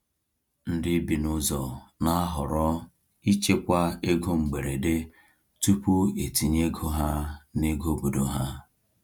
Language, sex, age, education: Igbo, male, 30-45, tertiary